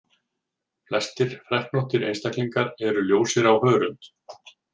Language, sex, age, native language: Icelandic, male, 40-49, Icelandic